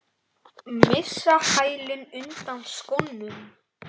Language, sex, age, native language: Icelandic, male, 8, Icelandic